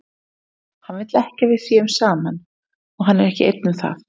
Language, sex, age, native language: Icelandic, female, 30-39, Icelandic